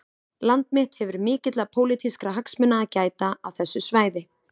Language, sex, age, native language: Icelandic, female, 20-29, Icelandic